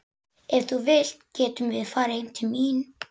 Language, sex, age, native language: Icelandic, male, 11, Icelandic